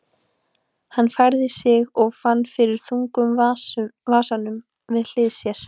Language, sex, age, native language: Icelandic, female, 18-19, Icelandic